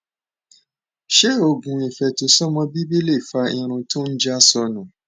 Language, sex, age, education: Yoruba, male, 15-29, tertiary